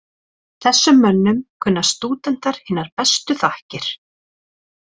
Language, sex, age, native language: Icelandic, female, 30-39, Icelandic